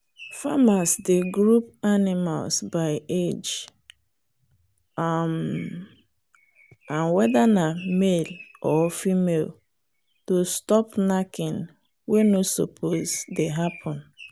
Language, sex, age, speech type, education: Nigerian Pidgin, female, 30-45, spontaneous, tertiary